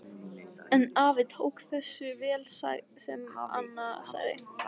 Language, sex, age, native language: Icelandic, female, 15, Icelandic